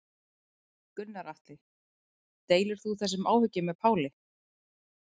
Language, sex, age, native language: Icelandic, female, 30-39, Icelandic